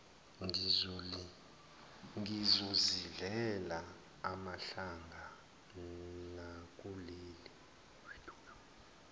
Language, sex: Zulu, male